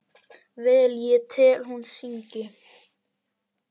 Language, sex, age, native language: Icelandic, male, 10, Icelandic